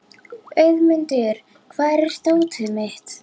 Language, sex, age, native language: Icelandic, female, 11, Icelandic